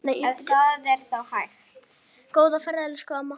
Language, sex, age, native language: Icelandic, male, 8, Icelandic